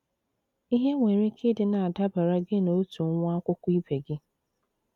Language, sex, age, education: Igbo, female, 30-45, tertiary